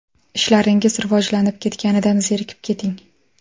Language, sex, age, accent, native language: Uzbek, female, 18-24, Samarqand, Uzbek